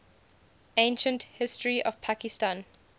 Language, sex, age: English, female, 20